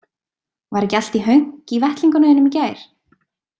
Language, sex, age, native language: Icelandic, female, 20-29, Icelandic